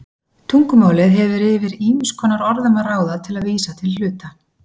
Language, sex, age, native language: Icelandic, female, 40-49, Icelandic